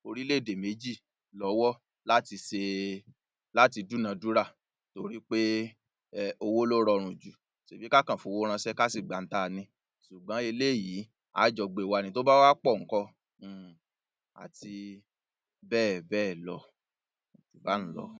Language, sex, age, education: Yoruba, male, 30-45, tertiary